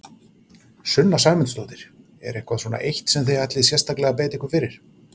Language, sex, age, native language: Icelandic, male, 40-49, Icelandic